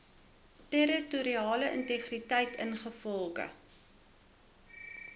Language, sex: Afrikaans, female